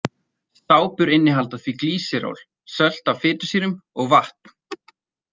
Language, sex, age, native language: Icelandic, male, 30-39, Icelandic